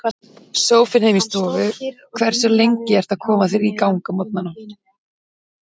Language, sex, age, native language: Icelandic, female, 40-49, Icelandic